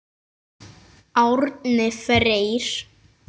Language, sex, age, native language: Icelandic, male, 9, Icelandic